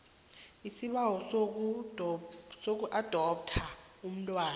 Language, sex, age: South Ndebele, female, 21